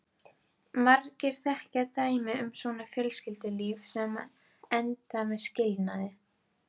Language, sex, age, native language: Icelandic, female, 12, Icelandic